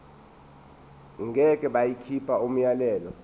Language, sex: Zulu, male